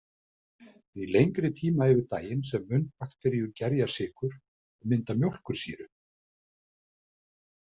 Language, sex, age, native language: Icelandic, male, 50-59, Icelandic